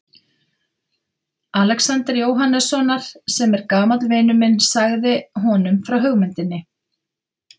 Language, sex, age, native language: Icelandic, female, 50-59, Icelandic